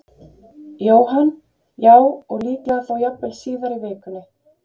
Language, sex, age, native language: Icelandic, female, 30-39, Icelandic